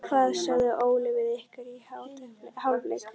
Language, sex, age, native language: Icelandic, female, 11, Icelandic